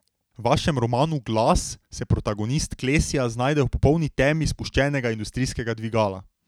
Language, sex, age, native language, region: Slovenian, male, 18-29, Slovenian, Drava region